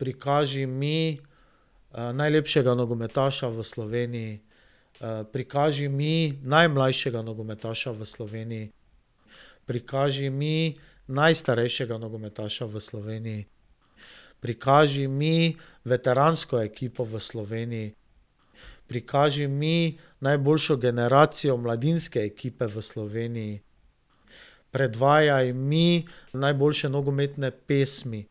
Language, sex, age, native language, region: Slovenian, male, 30-49, Slovenian, Drava region